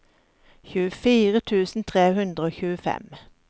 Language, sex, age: Norwegian, female, 54